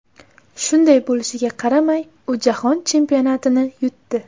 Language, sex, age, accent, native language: Uzbek, female, 18-24, Samarqand, Uzbek